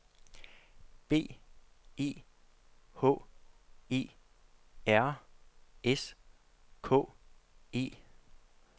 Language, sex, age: Danish, male, 40